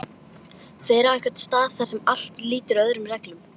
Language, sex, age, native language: Icelandic, female, 12, Icelandic